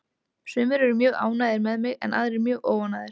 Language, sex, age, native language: Icelandic, female, 20-29, Icelandic